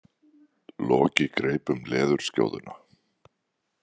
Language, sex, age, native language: Icelandic, male, 40-49, Icelandic